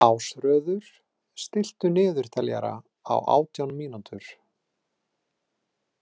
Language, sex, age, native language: Icelandic, male, 30-39, Icelandic